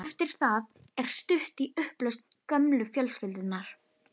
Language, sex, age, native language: Icelandic, female, 11, Icelandic